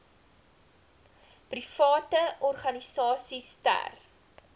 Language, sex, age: Afrikaans, female, 19